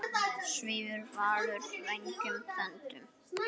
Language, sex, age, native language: Icelandic, female, 9, Icelandic